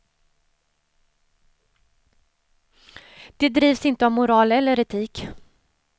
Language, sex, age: Swedish, female, 30